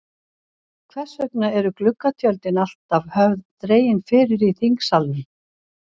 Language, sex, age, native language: Icelandic, female, 60-69, Icelandic